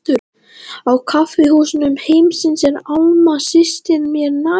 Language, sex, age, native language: Icelandic, male, 12, Latvian